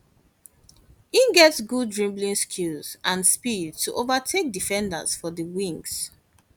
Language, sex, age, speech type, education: Nigerian Pidgin, female, 15-29, spontaneous, tertiary